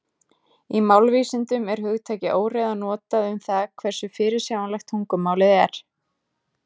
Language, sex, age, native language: Icelandic, female, 30-39, Icelandic